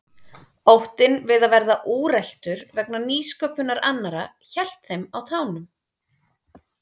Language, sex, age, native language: Icelandic, female, 30-39, Icelandic